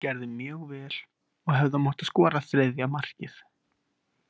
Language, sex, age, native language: Icelandic, male, 18-19, Icelandic